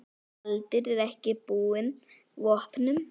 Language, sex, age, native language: Icelandic, female, 9, Icelandic